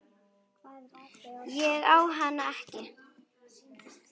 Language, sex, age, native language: Icelandic, female, 9, Icelandic